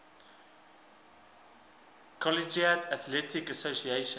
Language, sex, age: English, male, 20